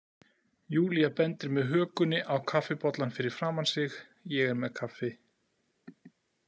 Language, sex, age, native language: Icelandic, male, 40-49, Icelandic